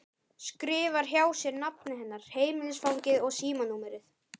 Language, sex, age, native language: Icelandic, male, 12, Icelandic